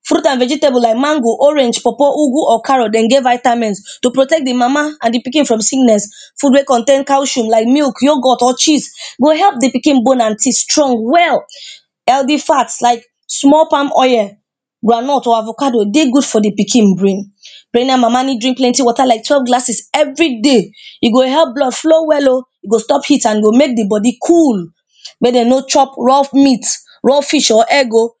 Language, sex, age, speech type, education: Nigerian Pidgin, female, 15-29, spontaneous, primary